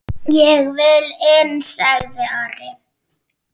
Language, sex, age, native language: Icelandic, female, 8, Icelandic